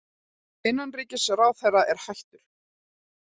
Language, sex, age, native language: Icelandic, female, 40-49, Icelandic